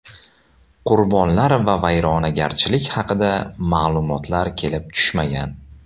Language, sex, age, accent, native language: Uzbek, male, 18-24, Samarqand, Uzbek